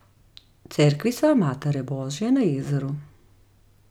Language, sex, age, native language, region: Slovenian, female, 30-49, Slovenian, Gorica region